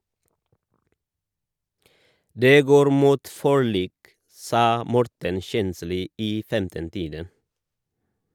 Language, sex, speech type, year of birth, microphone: Norwegian, male, read, 1978, Shure